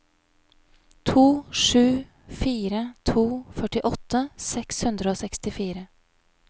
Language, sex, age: Norwegian, female, 31